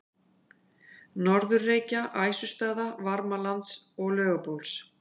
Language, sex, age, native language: Icelandic, female, 50-59, Icelandic